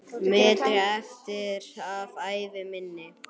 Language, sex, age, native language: Icelandic, male, 9, Icelandic